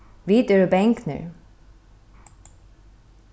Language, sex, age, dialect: Faroese, female, 36-60, Norðuroyggjar